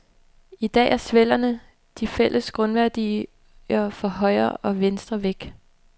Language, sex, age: Danish, female, 29